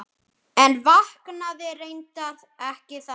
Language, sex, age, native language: Icelandic, male, 10, Icelandic